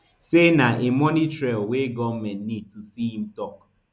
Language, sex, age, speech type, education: Nigerian Pidgin, male, 15-29, spontaneous, tertiary